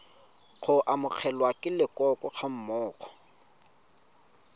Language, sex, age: Tswana, male, 25